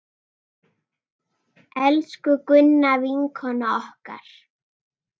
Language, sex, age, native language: Icelandic, female, 9, Icelandic